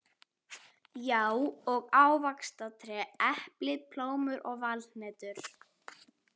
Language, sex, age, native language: Icelandic, female, 11, Icelandic